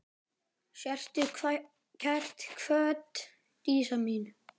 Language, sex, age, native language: Icelandic, male, 10, Icelandic